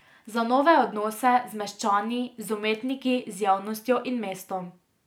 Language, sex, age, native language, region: Slovenian, female, 18-29, Slovenian, Drava region